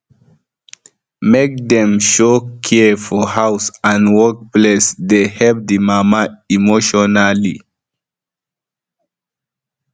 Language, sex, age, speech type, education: Nigerian Pidgin, male, 15-29, spontaneous, tertiary